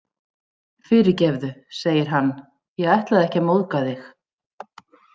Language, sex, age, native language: Icelandic, female, 60-69, Icelandic